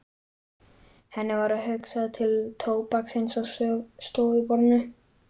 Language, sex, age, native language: Icelandic, male, 11, Icelandic